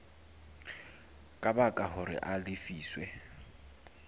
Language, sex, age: Southern Sotho, male, 19